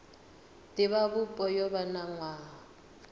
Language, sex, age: Venda, female, 39